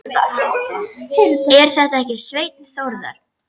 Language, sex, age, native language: Icelandic, female, 10, Icelandic